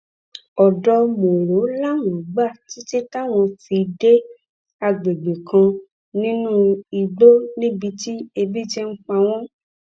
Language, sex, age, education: Yoruba, female, 15-29, tertiary